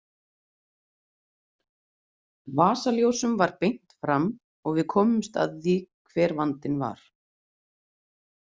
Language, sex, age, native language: Icelandic, female, 30-39, Icelandic